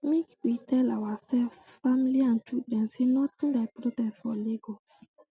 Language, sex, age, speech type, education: Nigerian Pidgin, female, 15-29, spontaneous, secondary